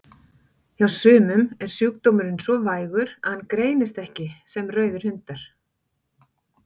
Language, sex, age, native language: Icelandic, female, 40-49, Icelandic